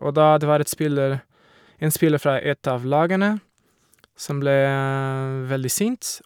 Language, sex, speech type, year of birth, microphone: Norwegian, male, spontaneous, 1978, Shure